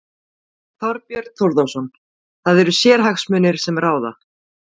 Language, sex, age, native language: Icelandic, female, 40-49, Icelandic